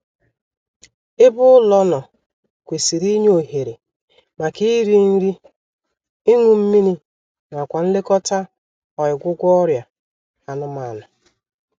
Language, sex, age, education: Igbo, female, 30-45, tertiary